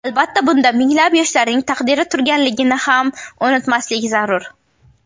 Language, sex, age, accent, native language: Uzbek, female, under 19, Navoiy, Uzbek